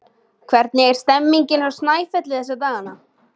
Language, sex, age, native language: Icelandic, male, 50-59, Icelandic